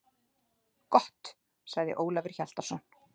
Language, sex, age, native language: Icelandic, female, 30-39, Icelandic